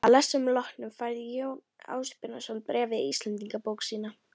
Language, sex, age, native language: Icelandic, female, 11, Icelandic